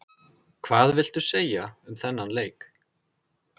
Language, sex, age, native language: Icelandic, male, 30-39, Icelandic